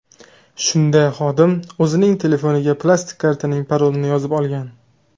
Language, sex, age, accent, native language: Uzbek, male, 19-29, Toshkent shahri, Uzbek